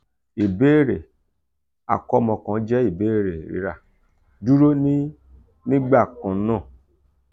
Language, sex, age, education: Yoruba, male, 46-60, tertiary